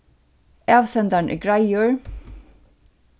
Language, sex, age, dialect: Faroese, female, 36-60, Suðurstreymoy